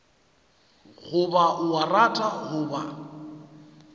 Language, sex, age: Northern Sotho, male, 35